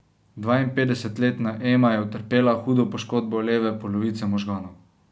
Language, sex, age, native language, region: Slovenian, male, 18-29, Slovenian, Savinja region